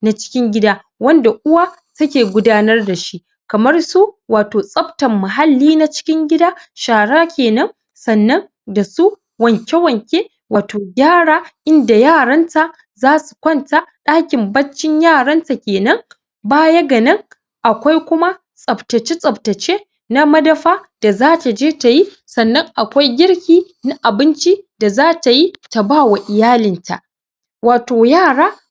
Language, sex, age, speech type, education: Hausa, male, 15-29, spontaneous, secondary